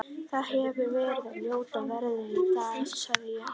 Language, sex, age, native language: Icelandic, female, 11, Icelandic